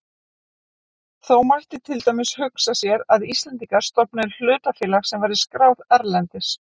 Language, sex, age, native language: Icelandic, female, 40-49, Icelandic